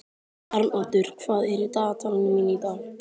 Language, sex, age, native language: Icelandic, male, 12, Icelandic